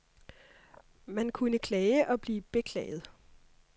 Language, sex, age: Danish, female, 26